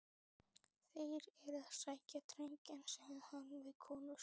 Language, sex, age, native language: Icelandic, male, 12, Icelandic